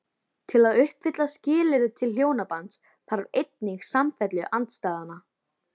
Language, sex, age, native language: Icelandic, female, 13, Icelandic